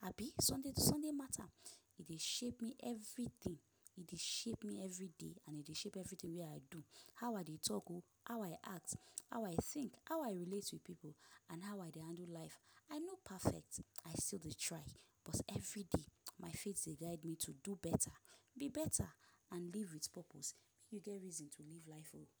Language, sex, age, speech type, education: Nigerian Pidgin, female, 15-29, spontaneous, tertiary